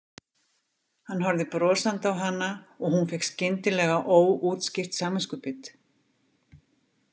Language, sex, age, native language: Icelandic, female, 50-59, Icelandic